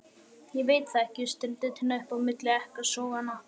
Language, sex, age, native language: Icelandic, male, 11, Icelandic